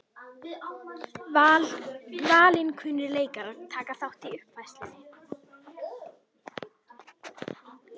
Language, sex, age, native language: Icelandic, female, 21, Icelandic